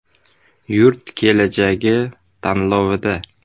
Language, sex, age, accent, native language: Uzbek, male, 35+, Andijon, Uzbek